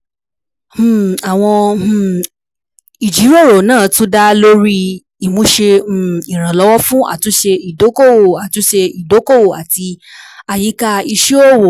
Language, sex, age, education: Yoruba, female, 15-29, tertiary